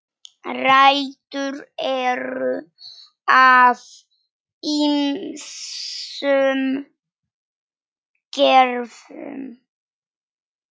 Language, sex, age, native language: Icelandic, male, 9, Polish